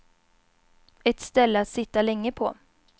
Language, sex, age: Swedish, female, 22